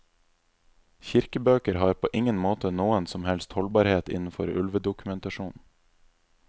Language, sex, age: Norwegian, male, 26